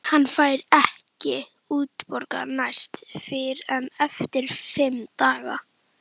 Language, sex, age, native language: Icelandic, female, 11, Icelandic